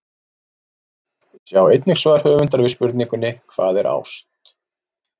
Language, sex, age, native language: Icelandic, male, 40-49, Icelandic